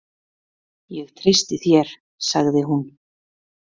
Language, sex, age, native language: Icelandic, female, 30-39, Icelandic